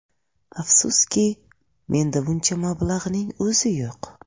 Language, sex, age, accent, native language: Uzbek, female, 25-34, Buxoro, Uzbek